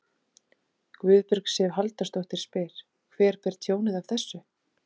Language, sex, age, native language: Icelandic, female, 30-39, Icelandic